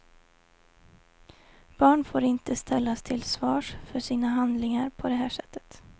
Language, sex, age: Swedish, female, 20